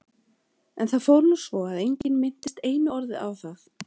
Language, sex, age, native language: Icelandic, female, 40-49, Icelandic